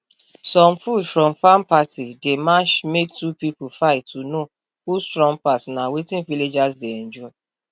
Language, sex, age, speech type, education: Nigerian Pidgin, female, 30-45, spontaneous, tertiary